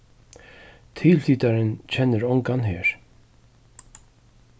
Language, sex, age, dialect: Faroese, male, 36-60, Suðurstreymoy